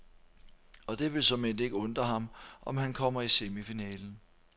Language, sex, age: Danish, male, 43